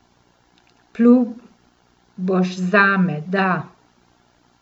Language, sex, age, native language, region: Slovenian, female, 50-59, Slovenian, Central Slovenia